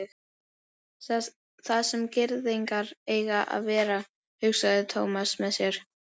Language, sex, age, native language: Icelandic, female, 12, Icelandic